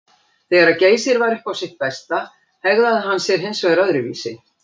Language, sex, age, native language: Icelandic, female, 60-69, Icelandic